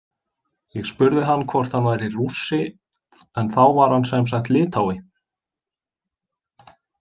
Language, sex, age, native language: Icelandic, male, 20-29, Icelandic